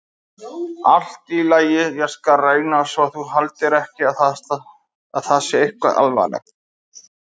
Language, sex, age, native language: Icelandic, male, 50-59, Icelandic